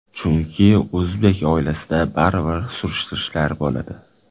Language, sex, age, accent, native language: Uzbek, male, 18-24, Toshkent shahri, Uzbek